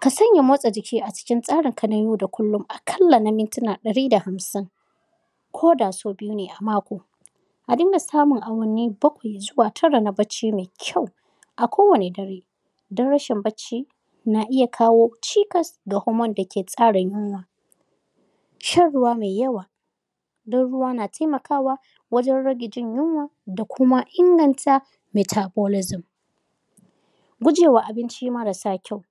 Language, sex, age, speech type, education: Hausa, female, 15-29, spontaneous, tertiary